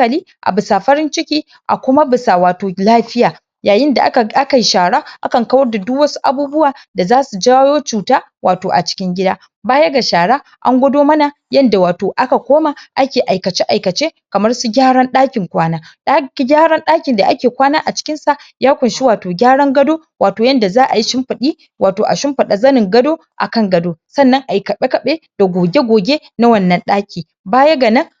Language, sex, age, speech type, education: Hausa, male, 15-29, spontaneous, secondary